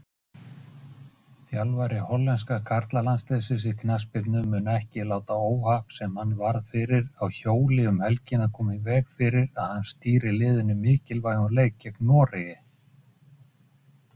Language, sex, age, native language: Icelandic, male, 50-59, Icelandic